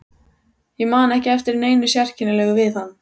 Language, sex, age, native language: Icelandic, female, 14, Icelandic